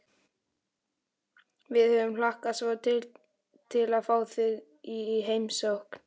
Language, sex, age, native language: Icelandic, male, 12, Icelandic